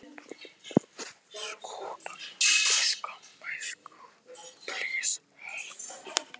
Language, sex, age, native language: Icelandic, other, 18-19, Icelandic